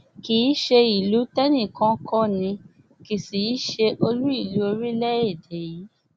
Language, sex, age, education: Yoruba, female, 30-45, tertiary